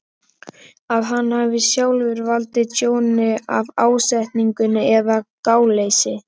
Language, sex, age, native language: Icelandic, male, 12, Icelandic